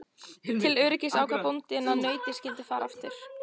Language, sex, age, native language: Icelandic, female, 14, Icelandic